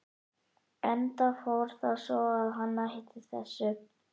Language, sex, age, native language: Icelandic, male, 11, Icelandic